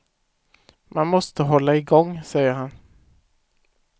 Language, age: Swedish, 18